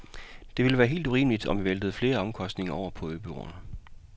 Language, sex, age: Danish, male, 40